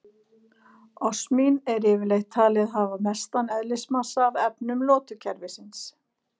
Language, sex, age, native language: Icelandic, female, 60-69, Icelandic